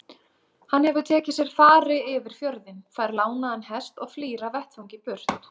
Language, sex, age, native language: Icelandic, female, 30-39, Icelandic